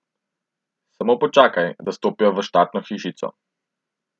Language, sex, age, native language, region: Slovenian, male, 18-29, Slovenian, Central Slovenia